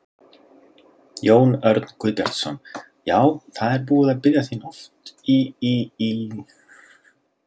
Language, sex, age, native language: Icelandic, male, 30-39, Icelandic